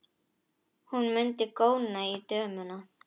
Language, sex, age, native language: Icelandic, female, 10, Icelandic